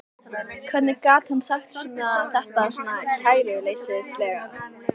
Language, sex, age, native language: Icelandic, female, 14, Icelandic